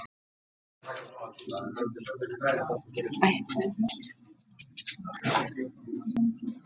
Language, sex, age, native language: Icelandic, female, 50-59, Icelandic